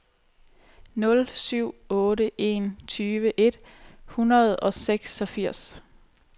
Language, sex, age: Danish, female, 29